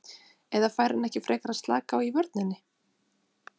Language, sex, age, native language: Icelandic, female, 30-39, Icelandic